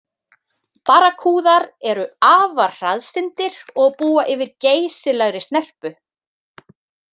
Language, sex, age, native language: Icelandic, female, 30-39, Icelandic